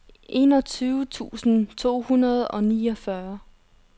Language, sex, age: Danish, female, 30